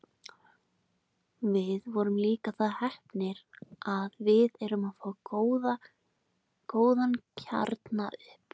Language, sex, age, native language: Icelandic, female, 20-29, Icelandic